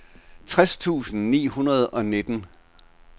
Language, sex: Danish, male